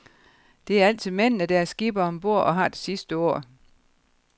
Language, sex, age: Danish, female, 52